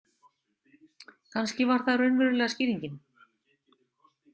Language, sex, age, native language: Icelandic, female, 60-69, Icelandic